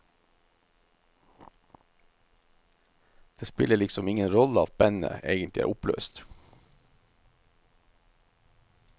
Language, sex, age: Norwegian, male, 51